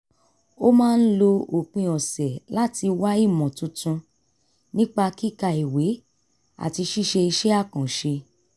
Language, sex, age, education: Yoruba, female, 30-45, tertiary